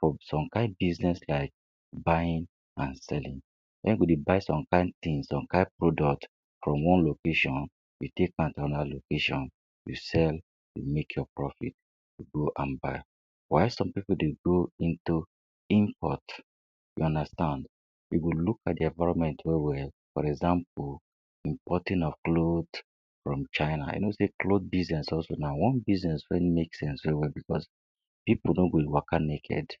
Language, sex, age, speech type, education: Nigerian Pidgin, female, 60+, spontaneous, secondary